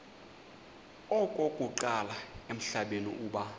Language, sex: Xhosa, male